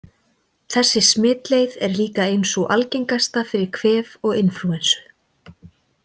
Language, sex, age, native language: Icelandic, female, 40-49, Icelandic